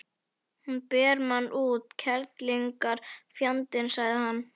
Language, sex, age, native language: Icelandic, female, 11, Icelandic